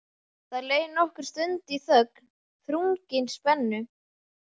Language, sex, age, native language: Icelandic, male, 11, Icelandic